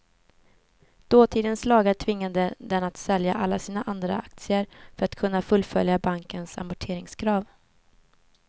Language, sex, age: Swedish, female, 24